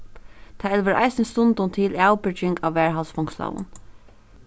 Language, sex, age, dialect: Faroese, female, 15-35, Suðurstreymoy